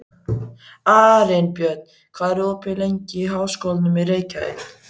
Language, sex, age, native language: Icelandic, male, 14, Icelandic